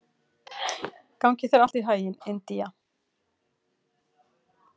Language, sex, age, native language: Icelandic, female, 40-49, Icelandic